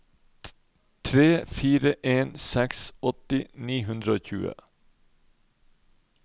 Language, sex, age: Norwegian, male, 31